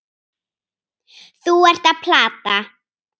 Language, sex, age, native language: Icelandic, female, 9, Icelandic